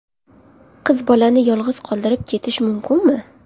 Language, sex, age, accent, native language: Uzbek, female, under 19, Qashqadaryo, Uzbek